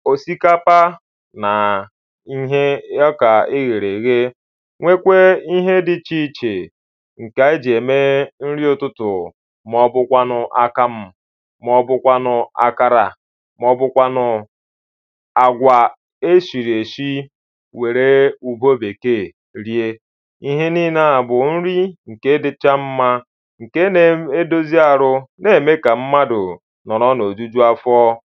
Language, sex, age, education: Igbo, male, 15-29, primary